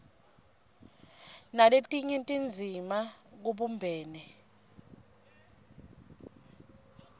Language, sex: Swati, female